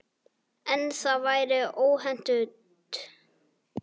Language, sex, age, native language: Icelandic, male, 18-19, Icelandic